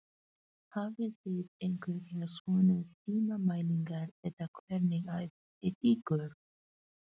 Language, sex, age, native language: Icelandic, female, 40-49, Filipino